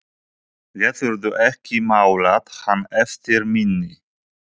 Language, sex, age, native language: Icelandic, male, 40-49, Polish